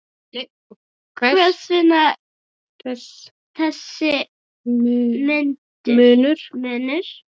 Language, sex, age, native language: Icelandic, female, 8, Icelandic